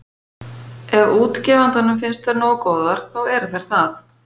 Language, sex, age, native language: Icelandic, female, 50-59, Icelandic